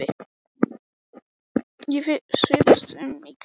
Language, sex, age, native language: Icelandic, male, 12, Icelandic